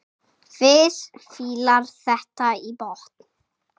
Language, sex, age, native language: Icelandic, male, 6, Icelandic